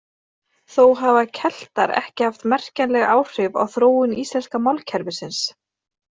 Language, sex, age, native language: Icelandic, female, 30-39, Icelandic